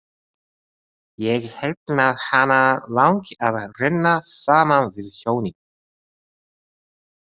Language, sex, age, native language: Icelandic, male, 30-39, Japanese